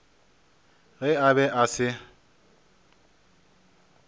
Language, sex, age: Northern Sotho, male, 26